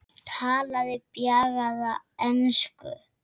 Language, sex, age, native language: Icelandic, female, 7, Icelandic